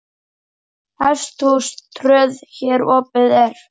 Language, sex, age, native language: Icelandic, male, 9, Icelandic